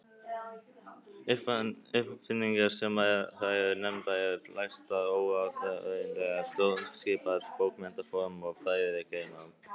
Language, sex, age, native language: Icelandic, male, 18-19, Icelandic